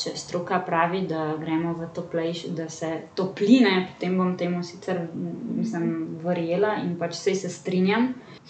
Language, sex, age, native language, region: Slovenian, female, 18-29, Slovenian, Central Slovenia